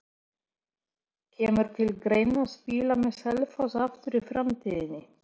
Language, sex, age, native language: Icelandic, female, 40-49, Polish